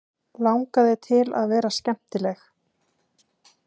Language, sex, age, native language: Icelandic, female, 20-29, Icelandic